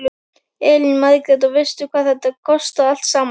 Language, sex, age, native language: Icelandic, female, 12, Icelandic